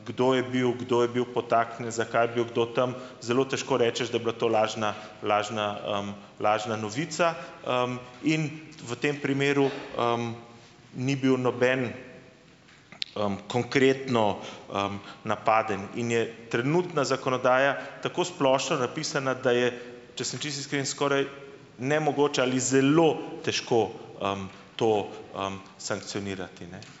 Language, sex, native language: Slovenian, male, Slovenian